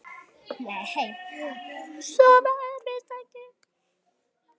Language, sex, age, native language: Icelandic, female, 10, Icelandic